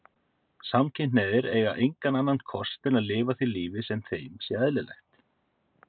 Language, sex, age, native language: Icelandic, male, 30-39, Icelandic